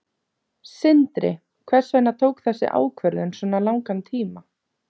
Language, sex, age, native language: Icelandic, female, 30-39, Icelandic